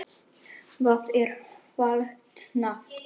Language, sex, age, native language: Icelandic, male, 9, Icelandic